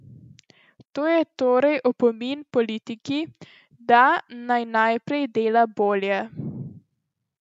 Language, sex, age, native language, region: Slovenian, female, 12-17, Slovenian, Central Slovenia